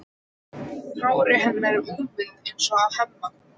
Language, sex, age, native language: Icelandic, male, 12, Icelandic